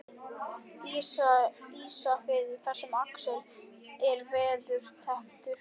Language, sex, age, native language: Icelandic, male, 11, Icelandic